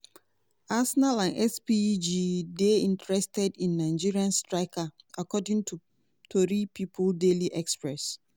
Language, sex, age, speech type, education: Nigerian Pidgin, female, 30-45, spontaneous, tertiary